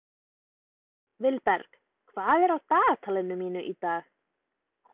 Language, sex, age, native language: Icelandic, female, 20-29, Icelandic